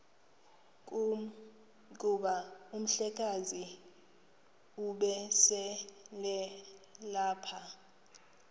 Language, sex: Xhosa, female